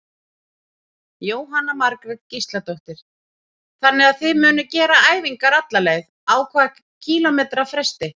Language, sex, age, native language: Icelandic, female, 30-39, Icelandic